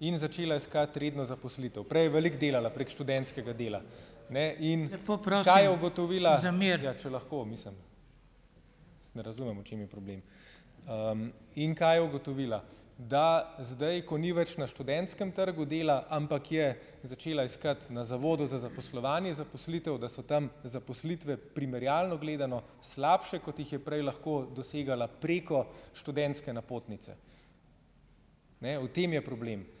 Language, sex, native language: Slovenian, male, Slovenian